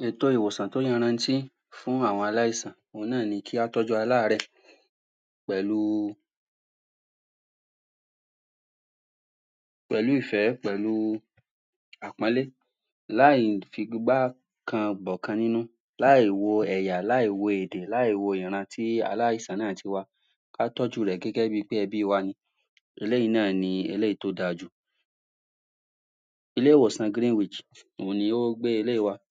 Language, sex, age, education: Yoruba, male, 46-60, tertiary